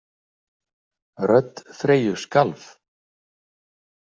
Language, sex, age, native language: Icelandic, male, 60-69, Icelandic